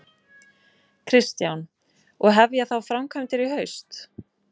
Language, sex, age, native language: Icelandic, female, 20-29, Icelandic